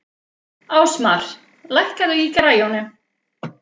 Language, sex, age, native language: Icelandic, female, 50-59, Icelandic